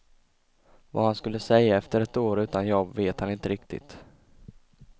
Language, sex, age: Swedish, male, 20